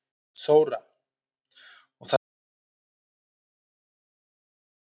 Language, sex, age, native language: Icelandic, male, 30-39, Icelandic